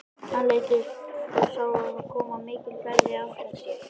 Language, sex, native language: Icelandic, male, Icelandic